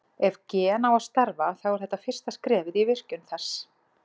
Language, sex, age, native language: Icelandic, female, 40-49, Icelandic